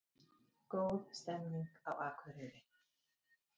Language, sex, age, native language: Icelandic, female, 30-39, Icelandic